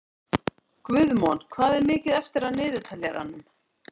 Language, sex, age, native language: Icelandic, female, 40-49, Icelandic